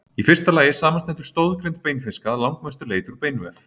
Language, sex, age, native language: Icelandic, male, 30-39, Icelandic